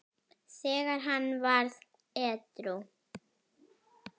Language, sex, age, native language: Icelandic, female, 10, Icelandic